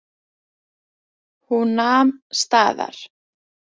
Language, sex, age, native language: Icelandic, female, 20-29, Icelandic